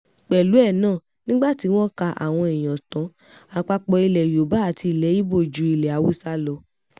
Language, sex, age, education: Yoruba, female, 15-29, tertiary